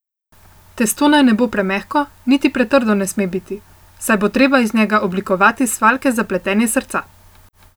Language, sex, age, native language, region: Slovenian, female, 18-29, Slovenian, Central Slovenia